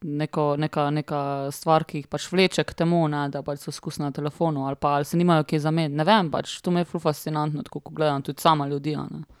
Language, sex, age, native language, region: Slovenian, female, 30-49, Slovenian, Primorsko-notranjska region